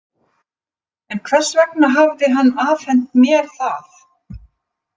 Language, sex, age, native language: Icelandic, female, 50-59, Icelandic